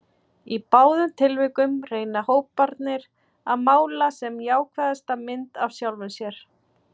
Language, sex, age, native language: Icelandic, female, 40-49, Icelandic